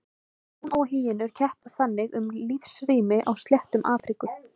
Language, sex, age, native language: Icelandic, female, 20-29, Icelandic